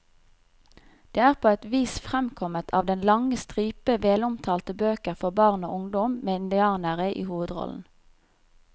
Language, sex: Norwegian, female